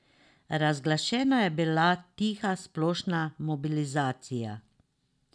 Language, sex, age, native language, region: Slovenian, female, 50-59, Slovenian, Drava region